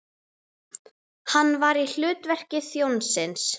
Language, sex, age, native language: Icelandic, female, 40-49, Icelandic